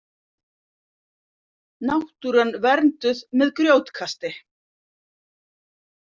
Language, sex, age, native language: Icelandic, female, 50-59, Icelandic